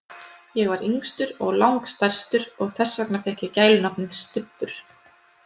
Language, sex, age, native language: Icelandic, female, 30-39, Icelandic